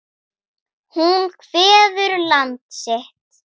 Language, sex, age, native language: Icelandic, female, 9, Icelandic